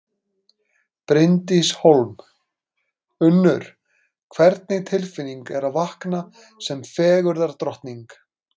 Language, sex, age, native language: Icelandic, male, 30-39, Icelandic